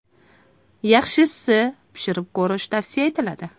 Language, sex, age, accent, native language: Uzbek, female, 25-34, Toshkent viloyati, Uzbek